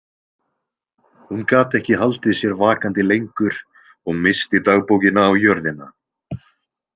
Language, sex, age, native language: Icelandic, male, 20-29, Icelandic